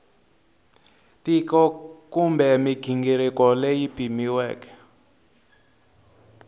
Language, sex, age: Tsonga, male, 22